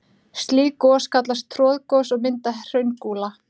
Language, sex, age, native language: Icelandic, female, 30-39, Icelandic